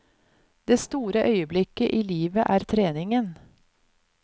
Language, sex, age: Norwegian, female, 50